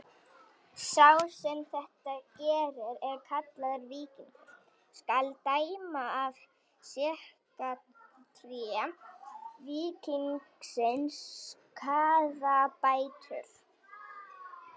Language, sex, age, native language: Icelandic, female, 18-19, Icelandic